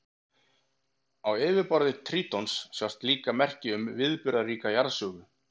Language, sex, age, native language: Icelandic, male, 40-49, Icelandic